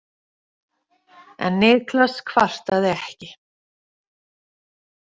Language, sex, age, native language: Icelandic, female, 30-39, Icelandic